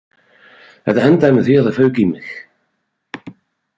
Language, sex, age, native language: Icelandic, male, 40-49, Icelandic